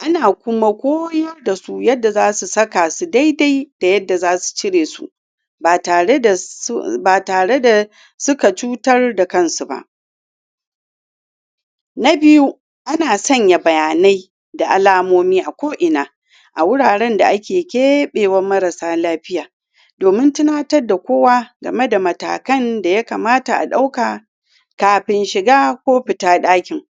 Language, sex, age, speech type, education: Hausa, female, 46-60, spontaneous, tertiary